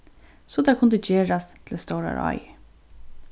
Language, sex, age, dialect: Faroese, female, 15-35, Suðurstreymoy